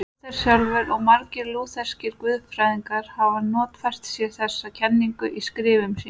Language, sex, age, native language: Icelandic, female, 30-39, Icelandic